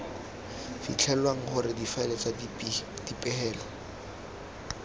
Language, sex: Tswana, male